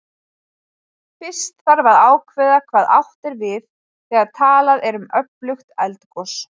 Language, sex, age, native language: Icelandic, female, 20-29, Icelandic